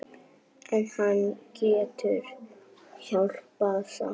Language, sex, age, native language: Icelandic, female, 9, Icelandic